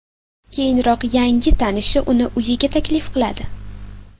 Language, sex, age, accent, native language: Uzbek, female, 18-24, Sirdaryo, Uzbek